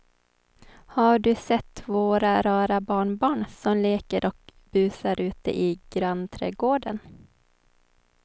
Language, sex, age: Swedish, female, 23